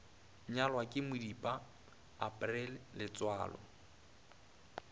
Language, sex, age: Northern Sotho, male, 20